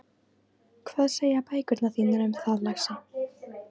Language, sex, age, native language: Icelandic, female, 13, Icelandic